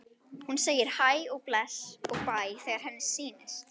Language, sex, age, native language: Icelandic, female, 11, Icelandic